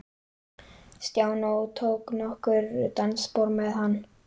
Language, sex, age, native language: Icelandic, male, 11, Icelandic